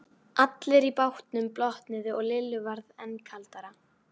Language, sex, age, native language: Icelandic, female, 12, Icelandic